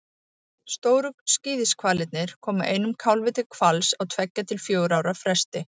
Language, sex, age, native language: Icelandic, female, 40-49, Icelandic